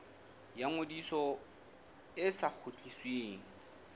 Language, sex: Southern Sotho, male